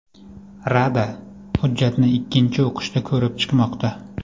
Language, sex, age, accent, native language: Uzbek, male, 25-34, Farg'ona, Uzbek